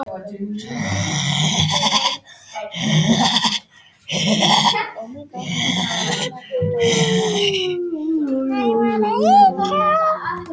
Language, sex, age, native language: Icelandic, female, 18-19, Icelandic